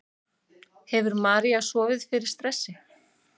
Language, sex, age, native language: Icelandic, female, 30-39, Icelandic